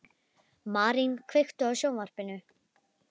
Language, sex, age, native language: Icelandic, female, 11, Icelandic